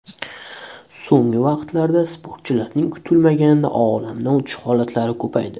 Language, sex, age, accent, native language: Uzbek, male, 19-29, Toshkent shahri, Uzbek